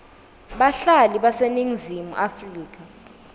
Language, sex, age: Swati, female, 19